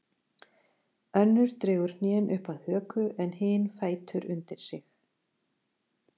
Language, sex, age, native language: Icelandic, female, 40-49, Icelandic